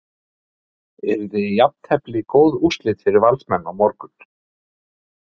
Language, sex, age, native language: Icelandic, male, 50-59, Icelandic